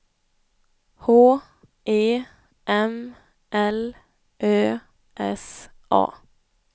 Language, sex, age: Swedish, female, 21